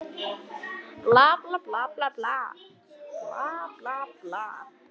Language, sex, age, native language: Icelandic, male, 18-19, Icelandic